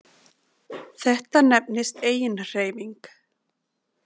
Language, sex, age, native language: Icelandic, female, 40-49, Icelandic